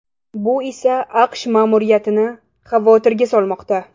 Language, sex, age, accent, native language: Uzbek, female, 18-24, Samarqand, Uzbek